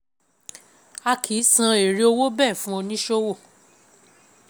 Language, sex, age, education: Yoruba, female, 15-29, secondary